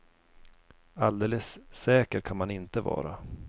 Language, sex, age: Swedish, male, 32